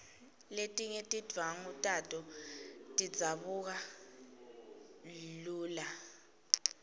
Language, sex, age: Swati, female, 19